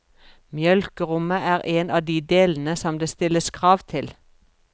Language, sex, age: Norwegian, female, 42